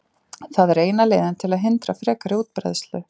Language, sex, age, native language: Icelandic, female, 40-49, Icelandic